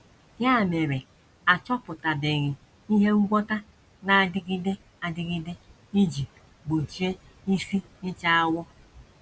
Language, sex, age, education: Igbo, female, 46-60, tertiary